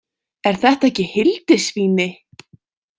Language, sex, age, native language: Icelandic, female, 18-19, Icelandic